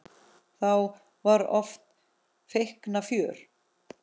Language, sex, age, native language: Icelandic, female, 10, Icelandic